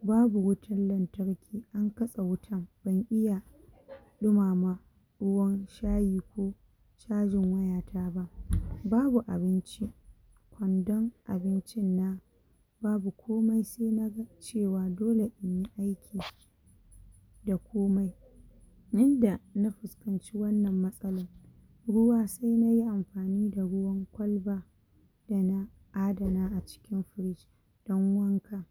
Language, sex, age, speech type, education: Hausa, female, 46-60, spontaneous, tertiary